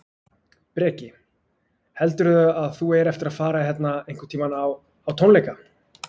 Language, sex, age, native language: Icelandic, male, 20-29, Icelandic